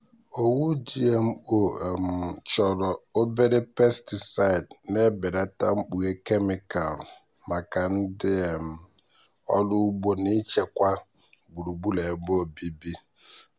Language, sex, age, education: Igbo, male, 15-29, tertiary